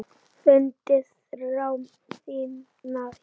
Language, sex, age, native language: Icelandic, female, 8, Icelandic